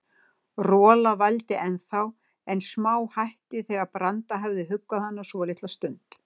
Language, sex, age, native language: Icelandic, female, 60-69, Icelandic